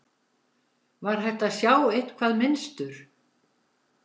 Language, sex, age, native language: Icelandic, female, 70-79, Icelandic